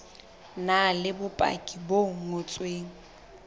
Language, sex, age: Southern Sotho, female, 20